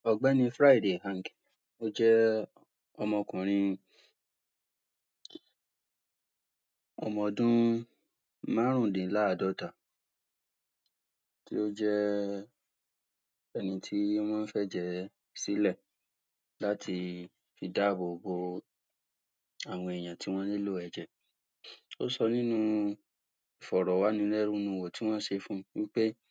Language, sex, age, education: Yoruba, male, 46-60, tertiary